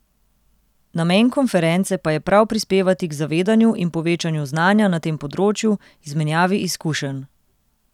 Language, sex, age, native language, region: Slovenian, female, 30-49, Slovenian, Central Slovenia